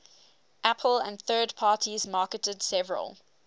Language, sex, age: English, female, 18